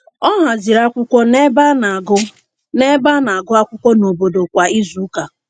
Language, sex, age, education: Igbo, female, 15-29, secondary